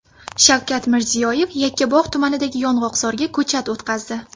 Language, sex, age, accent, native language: Uzbek, female, 19-29, Surxondaryo, Uzbek